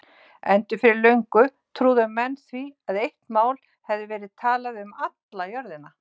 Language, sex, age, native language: Icelandic, female, 60-69, Icelandic